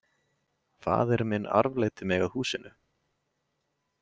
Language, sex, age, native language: Icelandic, male, 20-29, Icelandic